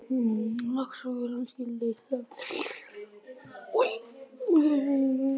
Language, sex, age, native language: Icelandic, male, 20-29, Icelandic